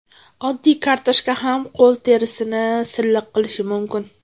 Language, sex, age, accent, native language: Uzbek, female, 18-24, Toshkent viloyati, Uzbek